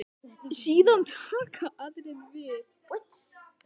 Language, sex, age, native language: Icelandic, male, 10, Icelandic